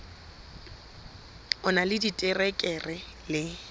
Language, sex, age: Southern Sotho, female, 22